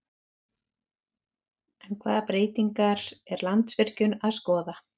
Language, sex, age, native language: Icelandic, female, 30-39, Icelandic